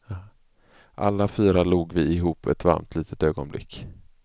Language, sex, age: Swedish, male, 24